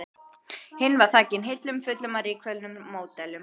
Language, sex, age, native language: Icelandic, female, 12, Icelandic